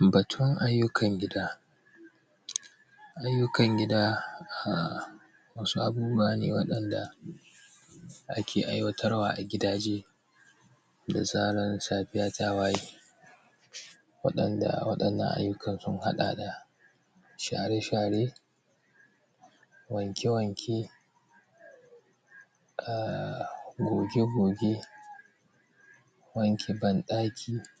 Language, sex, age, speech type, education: Hausa, male, 46-60, spontaneous, tertiary